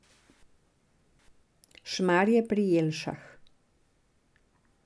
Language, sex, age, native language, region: Slovenian, female, 60+, Serbian, Drava region